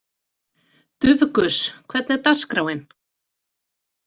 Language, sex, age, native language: Icelandic, female, 40-49, Icelandic